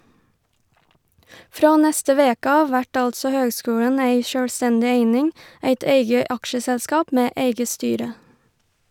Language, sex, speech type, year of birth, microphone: Norwegian, female, read, 1990, Shure